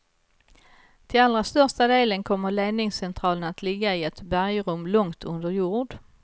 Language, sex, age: Swedish, female, 55